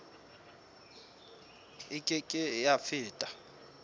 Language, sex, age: Southern Sotho, male, 24